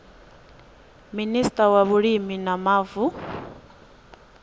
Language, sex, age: Venda, female, 26